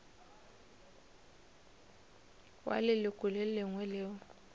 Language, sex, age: Northern Sotho, female, 26